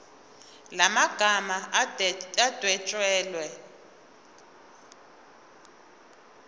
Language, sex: Zulu, female